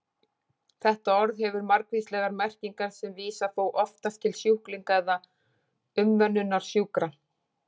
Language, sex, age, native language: Icelandic, female, 40-49, Icelandic